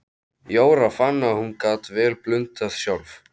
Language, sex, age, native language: Icelandic, male, 13, Icelandic